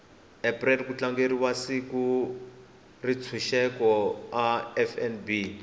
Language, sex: Tsonga, male